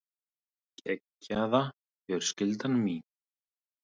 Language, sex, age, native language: Icelandic, male, 30-39, Icelandic